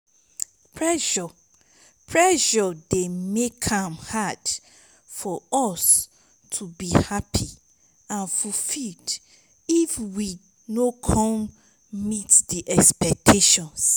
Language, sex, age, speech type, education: Nigerian Pidgin, female, 30-45, spontaneous, tertiary